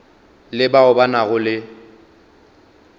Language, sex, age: Northern Sotho, male, 22